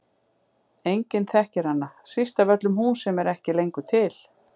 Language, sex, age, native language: Icelandic, female, 50-59, Icelandic